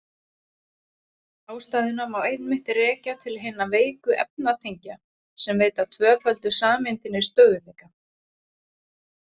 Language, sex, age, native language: Icelandic, female, 40-49, Icelandic